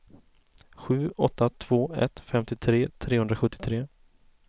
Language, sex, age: Swedish, male, 30